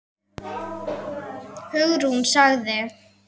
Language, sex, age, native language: Icelandic, female, 8, Icelandic